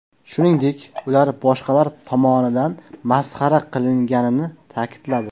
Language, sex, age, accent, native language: Uzbek, male, 19-29, Qashqadaryo, Uzbek